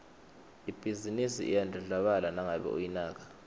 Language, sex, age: Swati, male, 21